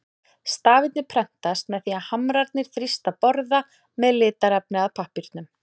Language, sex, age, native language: Icelandic, female, 40-49, Icelandic